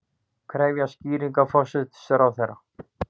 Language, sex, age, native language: Icelandic, male, 40-49, Icelandic